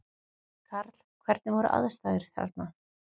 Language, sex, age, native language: Icelandic, female, 40-49, Icelandic